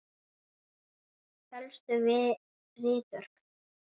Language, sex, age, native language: Icelandic, male, 9, Icelandic